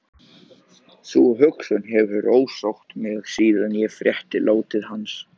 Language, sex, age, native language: Icelandic, male, 14, Icelandic